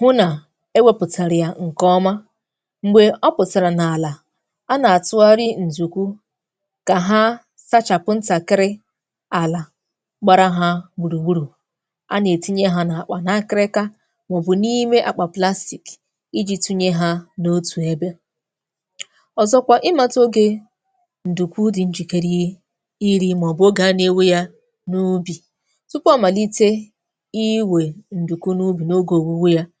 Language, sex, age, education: Igbo, female, 15-29, tertiary